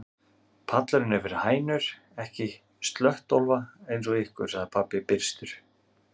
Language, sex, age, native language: Icelandic, male, 30-39, Icelandic